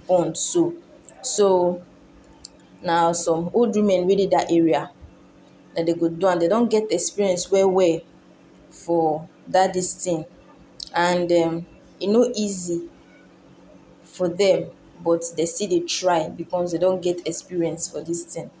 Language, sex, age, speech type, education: Nigerian Pidgin, female, 46-60, spontaneous, tertiary